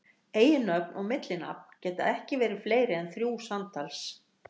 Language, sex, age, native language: Icelandic, female, 60-69, Icelandic